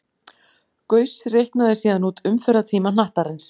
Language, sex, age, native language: Icelandic, female, 40-49, Icelandic